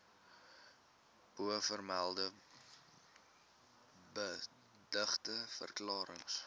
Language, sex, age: Afrikaans, male, 19